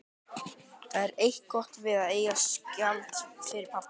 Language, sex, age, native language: Icelandic, male, 12, Icelandic